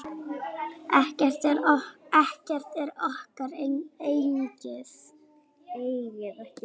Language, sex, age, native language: Icelandic, female, 9, Icelandic